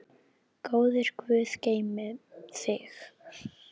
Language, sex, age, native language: Icelandic, female, 10, Icelandic